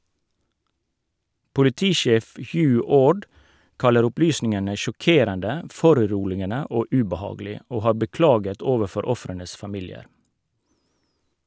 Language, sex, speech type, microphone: Norwegian, male, read, Shure